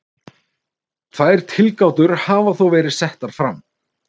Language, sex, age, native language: Icelandic, male, 30-39, Icelandic